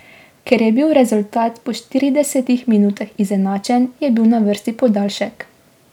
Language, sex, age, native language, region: Slovenian, female, 18-29, Slovenian, Drava region